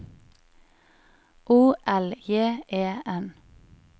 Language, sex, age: Norwegian, female, 25